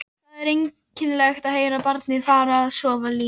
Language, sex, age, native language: Icelandic, female, 13, Icelandic